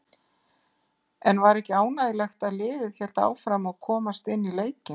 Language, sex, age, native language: Icelandic, female, 50-59, Icelandic